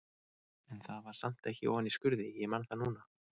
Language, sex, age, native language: Icelandic, male, 30-39, Icelandic